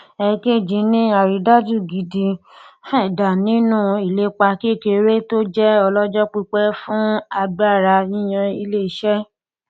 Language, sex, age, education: Yoruba, female, 15-29, tertiary